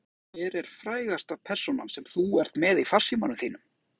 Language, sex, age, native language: Icelandic, male, 20-29, Icelandic